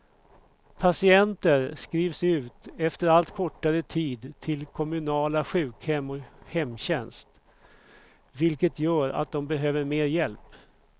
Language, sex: Swedish, male